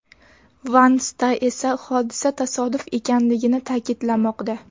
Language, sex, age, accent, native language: Uzbek, female, 18-24, Namangan, Uzbek